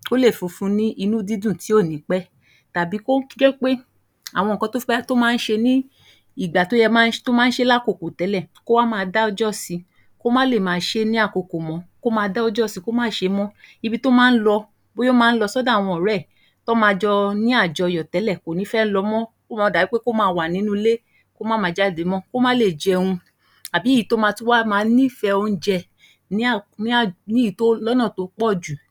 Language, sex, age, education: Yoruba, female, 15-29, tertiary